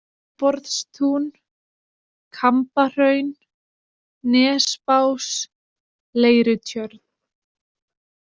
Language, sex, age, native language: Icelandic, female, 20-29, Icelandic